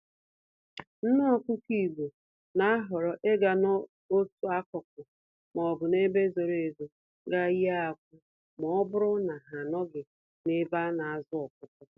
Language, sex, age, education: Igbo, female, 30-45, tertiary